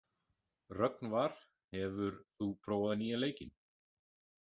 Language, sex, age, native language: Icelandic, male, 40-49, Icelandic